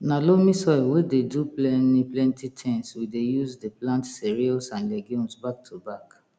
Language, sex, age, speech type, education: Nigerian Pidgin, female, 30-45, spontaneous, tertiary